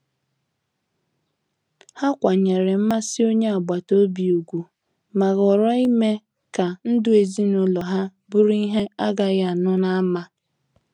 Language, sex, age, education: Igbo, female, 15-29, tertiary